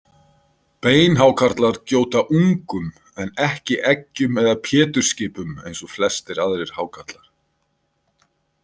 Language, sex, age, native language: Icelandic, male, 50-59, Icelandic